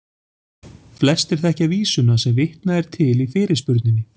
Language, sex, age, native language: Icelandic, male, 40-49, Icelandic